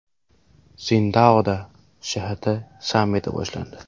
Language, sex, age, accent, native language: Uzbek, male, 18-24, Samarqand, Uzbek